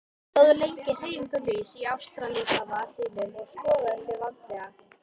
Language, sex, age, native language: Icelandic, female, 18-19, Icelandic